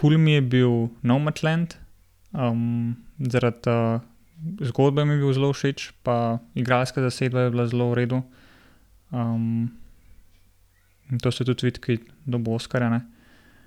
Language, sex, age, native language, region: Slovenian, male, 18-29, Slovenian, Gorenjska region